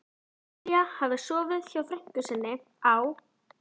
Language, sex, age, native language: Icelandic, female, 11, Icelandic